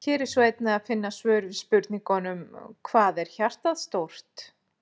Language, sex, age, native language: Icelandic, female, 40-49, Icelandic